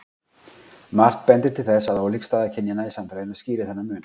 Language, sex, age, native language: Icelandic, male, 40-49, Icelandic